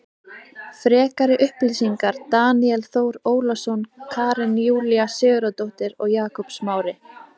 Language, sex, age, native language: Icelandic, female, 30-39, Icelandic